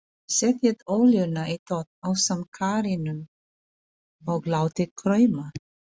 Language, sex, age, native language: Icelandic, female, 40-49, Filipino